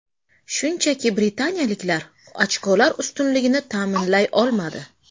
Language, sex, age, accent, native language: Uzbek, female, 25-34, Samarqand, Uzbek